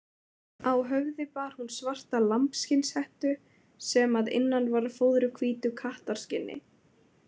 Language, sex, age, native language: Icelandic, female, 20-29, Icelandic